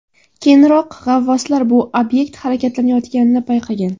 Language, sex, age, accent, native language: Uzbek, female, 18-24, Surxondaryo, Uzbek